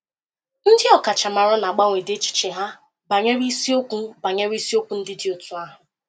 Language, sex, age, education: Igbo, female, 15-29, tertiary